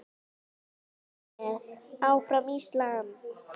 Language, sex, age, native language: Icelandic, female, 8, Icelandic